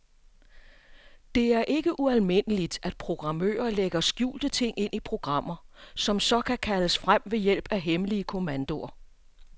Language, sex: Danish, female